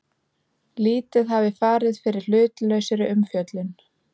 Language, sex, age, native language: Icelandic, female, 30-39, Icelandic